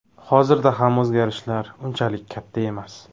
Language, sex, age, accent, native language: Uzbek, male, 18-24, Toshkent viloyati, Uzbek